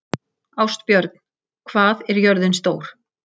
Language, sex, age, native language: Icelandic, female, 60-69, Icelandic